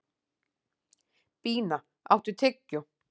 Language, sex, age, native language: Icelandic, female, 40-49, Icelandic